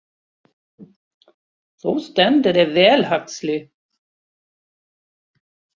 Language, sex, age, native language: Icelandic, female, 60-69, Swedish